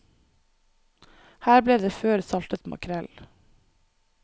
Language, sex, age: Norwegian, female, 24